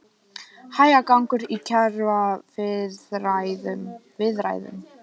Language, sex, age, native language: Icelandic, female, 18-19, Icelandic